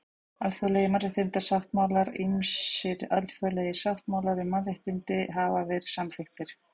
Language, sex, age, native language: Icelandic, female, 40-49, Icelandic